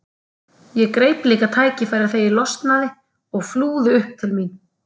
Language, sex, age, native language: Icelandic, female, 30-39, Icelandic